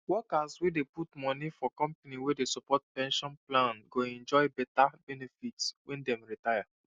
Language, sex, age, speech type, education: Nigerian Pidgin, male, 15-29, spontaneous, secondary